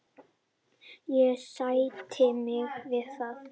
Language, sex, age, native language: Icelandic, male, 30-39, Icelandic